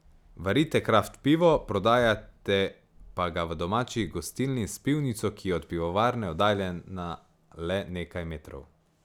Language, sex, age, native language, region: Slovenian, male, 18-29, Slovenian, Savinja region